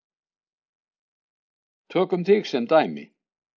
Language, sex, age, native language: Icelandic, male, 60-69, Icelandic